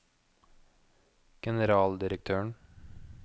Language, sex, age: Norwegian, male, 29